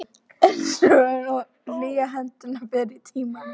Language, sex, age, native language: Icelandic, female, 12, Icelandic